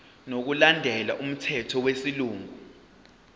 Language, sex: Zulu, male